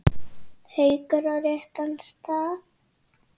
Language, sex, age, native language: Icelandic, female, 6, Icelandic